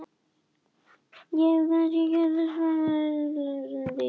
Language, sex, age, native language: Icelandic, female, 18-19, Icelandic